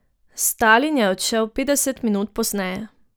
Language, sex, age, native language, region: Slovenian, female, 18-29, Slovenian, Drava region